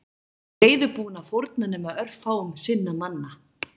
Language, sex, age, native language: Icelandic, female, 18-19, Icelandic